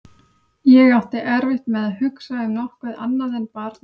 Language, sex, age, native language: Icelandic, female, 30-39, Icelandic